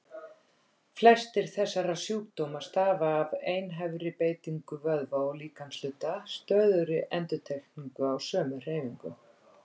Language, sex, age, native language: Icelandic, female, 50-59, Icelandic